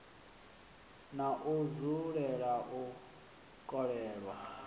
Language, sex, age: Venda, male, 24